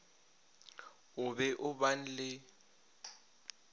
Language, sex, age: Northern Sotho, male, 20